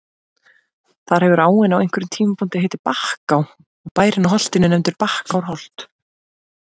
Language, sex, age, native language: Icelandic, female, 20-29, Icelandic